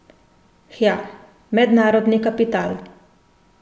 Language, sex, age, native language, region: Slovenian, female, 30-49, Slovenian, Central Slovenia